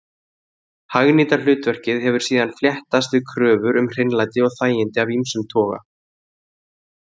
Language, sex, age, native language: Icelandic, male, 30-39, Icelandic